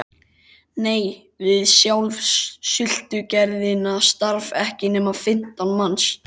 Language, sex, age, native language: Icelandic, male, 13, Icelandic